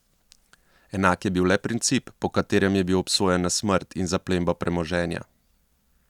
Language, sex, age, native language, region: Slovenian, male, 30-49, Slovenian, Central Slovenia